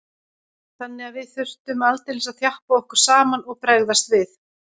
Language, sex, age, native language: Icelandic, female, 30-39, Icelandic